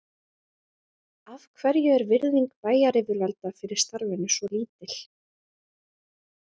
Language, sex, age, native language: Icelandic, female, 20-29, Icelandic